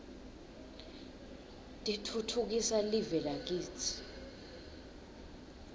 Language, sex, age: Swati, female, 22